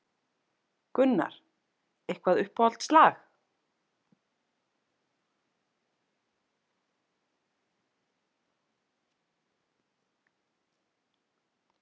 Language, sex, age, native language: Icelandic, female, 40-49, Icelandic